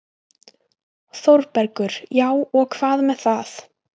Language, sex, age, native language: Icelandic, female, 20-29, Icelandic